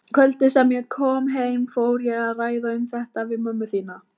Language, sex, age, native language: Icelandic, female, 18-19, Icelandic